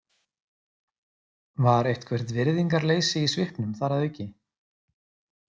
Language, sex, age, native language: Icelandic, male, 30-39, Icelandic